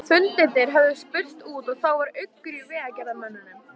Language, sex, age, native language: Icelandic, female, 13, Icelandic